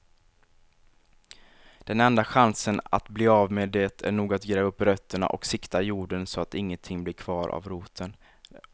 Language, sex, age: Swedish, male, 23